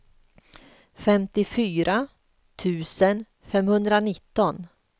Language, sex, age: Swedish, female, 38